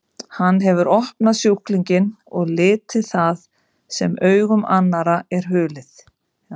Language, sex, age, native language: Icelandic, female, 50-59, Icelandic